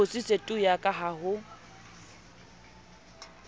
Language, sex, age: Southern Sotho, female, 27